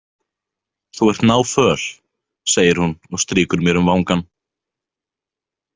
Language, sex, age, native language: Icelandic, male, 18-19, Icelandic